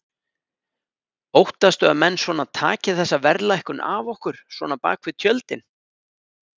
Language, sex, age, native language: Icelandic, male, 30-39, Icelandic